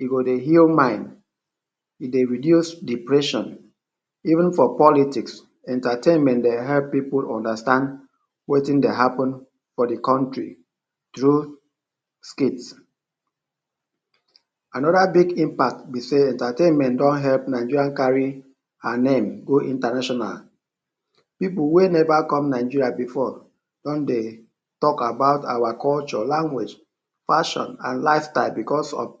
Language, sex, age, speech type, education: Nigerian Pidgin, male, 30-45, spontaneous, tertiary